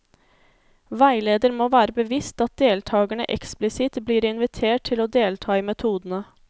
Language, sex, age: Norwegian, female, 24